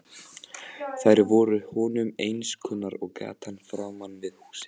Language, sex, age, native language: Icelandic, male, 14, Icelandic